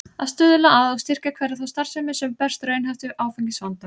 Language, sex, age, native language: Icelandic, female, 30-39, Icelandic